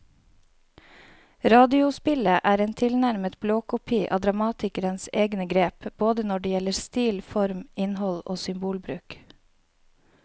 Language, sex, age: Norwegian, female, 31